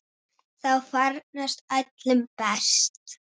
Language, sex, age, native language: Icelandic, female, 8, Icelandic